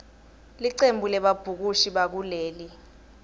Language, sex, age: Swati, female, 21